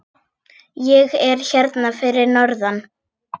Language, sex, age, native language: Icelandic, female, 8, Icelandic